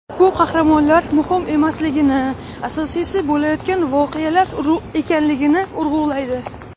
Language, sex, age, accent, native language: Uzbek, female, 25-34, Qashqadaryo, Uzbek